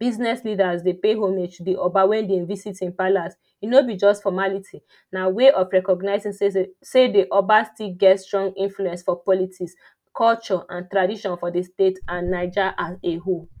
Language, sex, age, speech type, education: Nigerian Pidgin, female, 15-29, spontaneous, tertiary